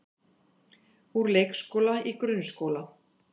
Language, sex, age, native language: Icelandic, female, 50-59, Icelandic